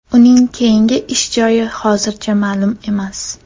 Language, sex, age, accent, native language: Uzbek, female, 12-17, Namangan, Uzbek